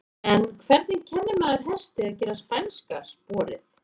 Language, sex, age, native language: Icelandic, female, 30-39, Icelandic